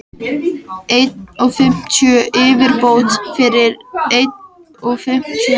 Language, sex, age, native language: Icelandic, male, 13, Icelandic